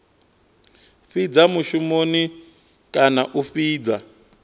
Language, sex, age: Venda, male, 23